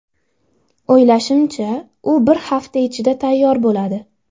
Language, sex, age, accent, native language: Uzbek, female, under 19, Andijon, Uzbek